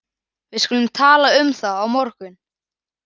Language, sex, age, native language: Icelandic, male, 11, Icelandic